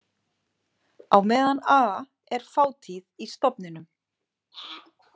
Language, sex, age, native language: Icelandic, female, 40-49, Icelandic